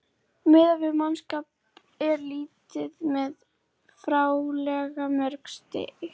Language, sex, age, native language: Icelandic, female, 30-39, Icelandic